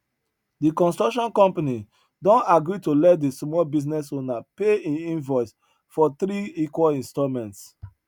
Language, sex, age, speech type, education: Nigerian Pidgin, male, 30-45, spontaneous, tertiary